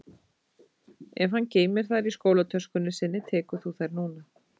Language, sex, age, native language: Icelandic, female, 30-39, Icelandic